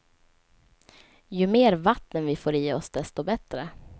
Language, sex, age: Swedish, female, 27